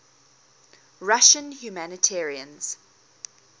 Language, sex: English, female